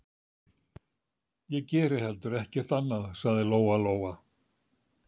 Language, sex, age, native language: Icelandic, male, 70-79, Icelandic